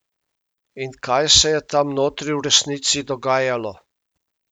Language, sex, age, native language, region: Slovenian, male, 50-59, Slovenian, Primorsko-notranjska region